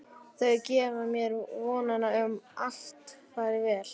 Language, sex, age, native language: Icelandic, male, 11, Icelandic